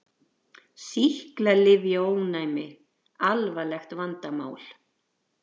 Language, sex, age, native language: Icelandic, female, 60-69, Icelandic